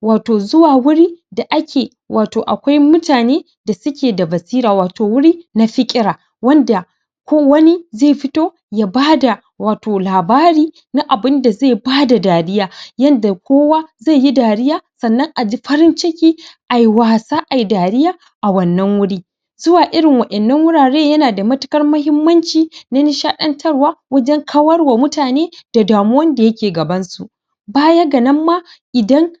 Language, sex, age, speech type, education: Hausa, male, 15-29, spontaneous, secondary